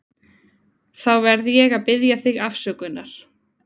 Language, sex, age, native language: Icelandic, female, 20-29, Icelandic